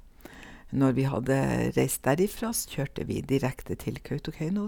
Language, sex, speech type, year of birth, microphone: Norwegian, female, spontaneous, 1956, Sennheiser